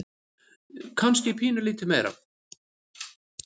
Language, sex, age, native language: Icelandic, male, 30-39, Icelandic